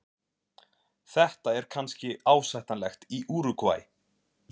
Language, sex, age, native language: Icelandic, male, 20-29, Icelandic